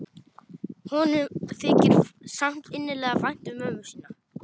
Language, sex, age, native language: Icelandic, male, 18-19, Polish